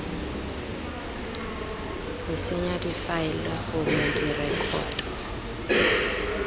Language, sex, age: Tswana, female, 20